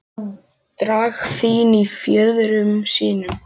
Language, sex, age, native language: Icelandic, male, 10, Icelandic